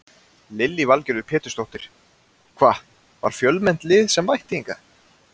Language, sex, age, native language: Icelandic, male, 20-29, Icelandic